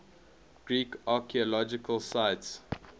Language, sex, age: English, male, 21